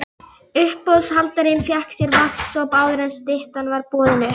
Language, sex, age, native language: Icelandic, female, 11, Icelandic